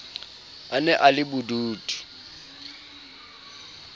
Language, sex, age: Southern Sotho, male, 30